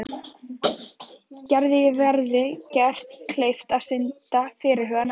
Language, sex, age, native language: Icelandic, female, 11, Icelandic